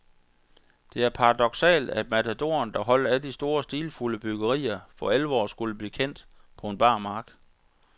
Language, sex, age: Danish, male, 46